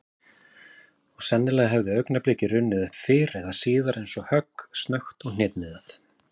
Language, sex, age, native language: Icelandic, male, 40-49, Icelandic